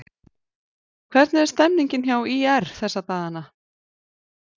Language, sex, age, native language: Icelandic, female, 40-49, Icelandic